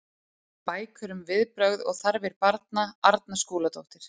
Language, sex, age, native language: Icelandic, female, 30-39, Icelandic